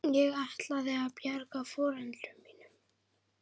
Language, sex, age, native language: Icelandic, female, 11, Icelandic